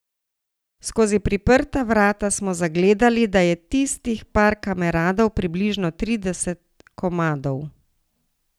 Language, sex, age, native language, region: Slovenian, female, 60+, Slovenian, Savinja region